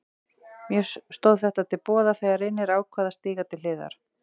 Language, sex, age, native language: Icelandic, female, 40-49, Icelandic